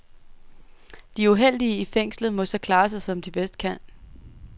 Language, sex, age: Danish, female, 23